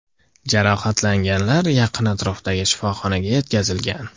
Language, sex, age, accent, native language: Uzbek, male, 18-24, Andijon, Uzbek